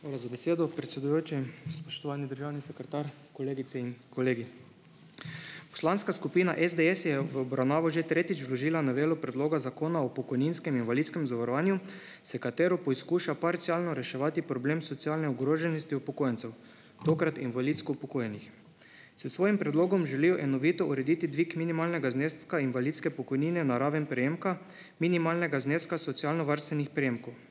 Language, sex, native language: Slovenian, male, Slovenian